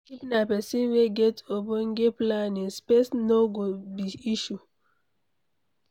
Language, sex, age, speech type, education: Nigerian Pidgin, female, 60+, read, secondary